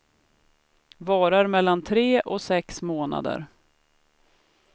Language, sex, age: Swedish, female, 33